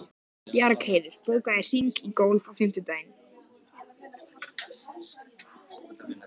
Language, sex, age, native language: Icelandic, male, 14, Icelandic